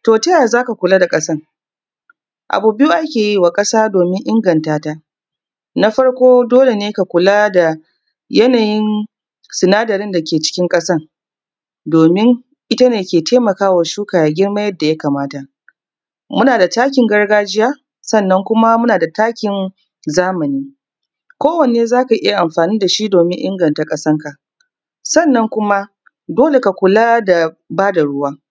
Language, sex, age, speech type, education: Hausa, female, 30-45, spontaneous, tertiary